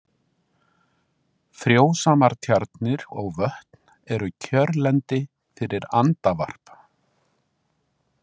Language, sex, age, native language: Icelandic, male, 60-69, Icelandic